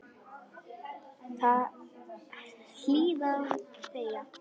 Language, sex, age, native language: Icelandic, female, 10, Icelandic